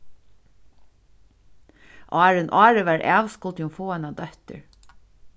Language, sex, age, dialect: Faroese, female, 36-60, Suðurstreymoy